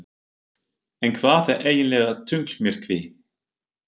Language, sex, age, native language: Icelandic, male, 50-59, German